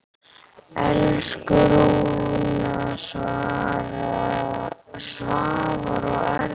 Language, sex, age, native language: Icelandic, male, 8, Icelandic